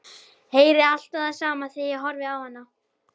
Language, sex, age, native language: Icelandic, female, 13, Icelandic